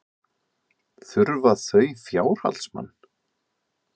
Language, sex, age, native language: Icelandic, male, 50-59, Icelandic